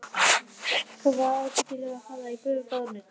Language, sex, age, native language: Icelandic, female, 11, Icelandic